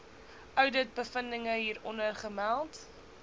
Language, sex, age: Afrikaans, female, 20